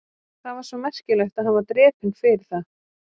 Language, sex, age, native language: Icelandic, female, 30-39, Icelandic